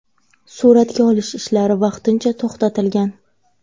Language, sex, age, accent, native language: Uzbek, female, 18-24, Navoiy, Uzbek